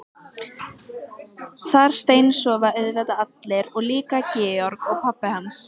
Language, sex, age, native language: Icelandic, female, 15, Icelandic